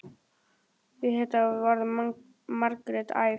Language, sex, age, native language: Icelandic, male, 10, Icelandic